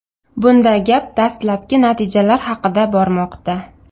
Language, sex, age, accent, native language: Uzbek, female, 25-34, Navoiy, Uzbek